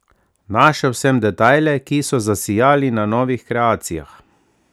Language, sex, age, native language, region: Slovenian, male, 30-49, Slovenian, Savinja region